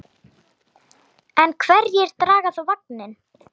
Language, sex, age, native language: Icelandic, female, 10, Icelandic